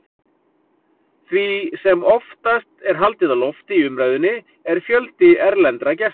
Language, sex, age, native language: Icelandic, male, 40-49, Icelandic